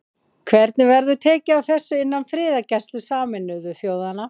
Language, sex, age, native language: Icelandic, female, 20-29, Icelandic